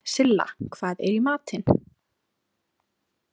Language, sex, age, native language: Icelandic, female, 18-19, Icelandic